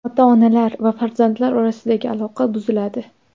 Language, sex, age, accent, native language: Uzbek, female, under 19, Andijon, Uzbek